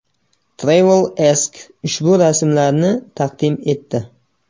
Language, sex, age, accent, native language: Uzbek, male, 18-24, Namangan, Uzbek